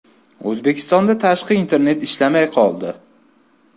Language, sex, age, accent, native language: Uzbek, male, 25-34, Toshkent viloyati, Uzbek